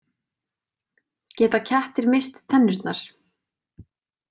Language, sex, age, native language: Icelandic, female, 20-29, Icelandic